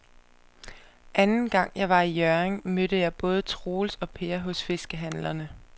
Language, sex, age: Danish, female, 25